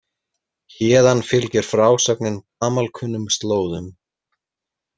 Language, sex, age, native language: Icelandic, male, 30-39, Icelandic